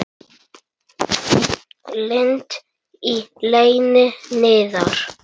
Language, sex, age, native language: Icelandic, male, 9, Icelandic